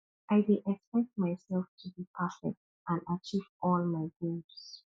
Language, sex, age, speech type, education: Nigerian Pidgin, female, 15-29, spontaneous, tertiary